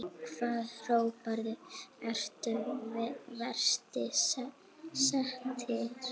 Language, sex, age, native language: Icelandic, female, 8, Icelandic